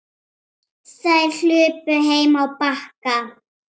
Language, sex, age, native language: Icelandic, female, 8, Icelandic